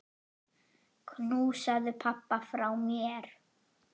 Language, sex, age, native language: Icelandic, male, 8, Icelandic